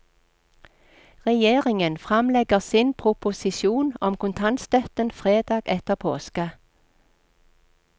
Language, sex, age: Norwegian, female, 46